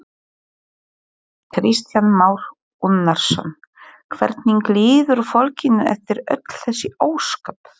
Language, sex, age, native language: Icelandic, female, 40-49, Polish